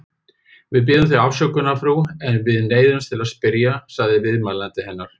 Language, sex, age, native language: Icelandic, male, 50-59, Icelandic